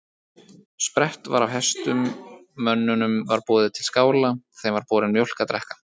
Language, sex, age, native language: Icelandic, male, 30-39, Icelandic